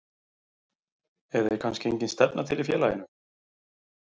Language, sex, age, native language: Icelandic, male, 40-49, Icelandic